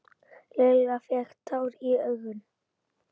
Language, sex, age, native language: Icelandic, female, 8, Icelandic